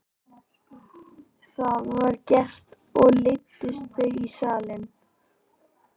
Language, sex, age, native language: Icelandic, male, 11, Icelandic